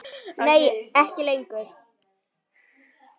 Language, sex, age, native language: Icelandic, male, 9, Icelandic